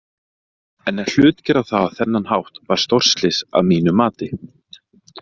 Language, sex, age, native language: Icelandic, male, 30-39, Icelandic